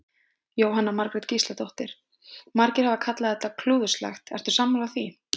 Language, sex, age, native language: Icelandic, female, 20-29, Icelandic